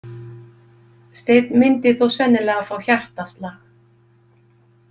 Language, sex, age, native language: Icelandic, female, 50-59, Icelandic